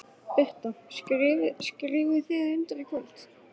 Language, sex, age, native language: Icelandic, male, 11, Icelandic